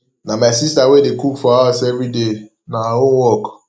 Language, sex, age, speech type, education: Nigerian Pidgin, male, 15-29, spontaneous, tertiary